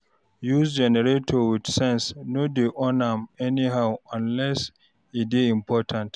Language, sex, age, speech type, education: Nigerian Pidgin, male, 46-60, read, tertiary